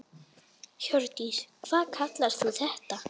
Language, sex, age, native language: Icelandic, female, 8, Icelandic